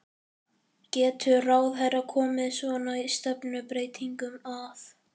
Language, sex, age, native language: Icelandic, male, 11, Icelandic